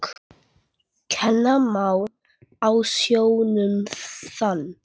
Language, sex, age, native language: Icelandic, male, 10, Icelandic